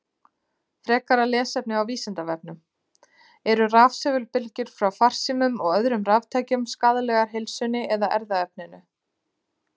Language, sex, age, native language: Icelandic, female, 30-39, Icelandic